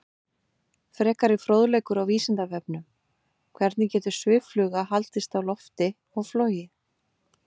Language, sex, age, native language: Icelandic, female, 50-59, Icelandic